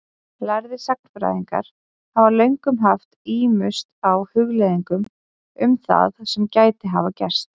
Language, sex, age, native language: Icelandic, female, 20-29, Icelandic